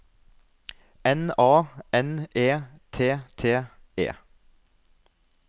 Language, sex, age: Norwegian, male, 33